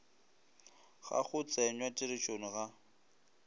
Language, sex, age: Northern Sotho, male, 25